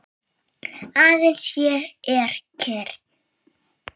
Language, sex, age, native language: Icelandic, male, 5, Icelandic